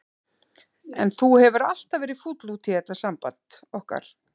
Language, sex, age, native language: Icelandic, female, 50-59, Icelandic